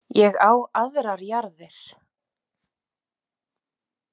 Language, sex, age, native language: Icelandic, female, 40-49, Icelandic